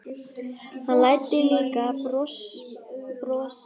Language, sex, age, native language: Icelandic, female, 12, Icelandic